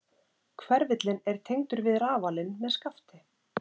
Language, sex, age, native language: Icelandic, female, 30-39, Icelandic